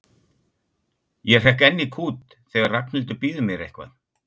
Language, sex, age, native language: Icelandic, male, 60-69, Icelandic